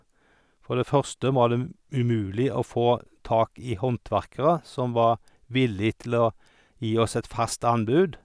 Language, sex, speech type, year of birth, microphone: Norwegian, male, spontaneous, 1951, Sennheiser